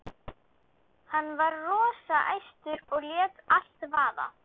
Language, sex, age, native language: Icelandic, female, 12, Icelandic